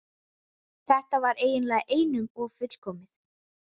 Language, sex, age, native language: Icelandic, female, 20-29, Icelandic